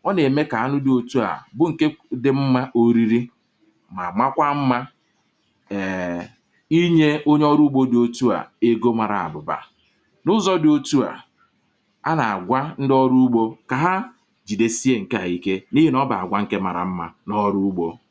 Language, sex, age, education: Igbo, male, 30-45, tertiary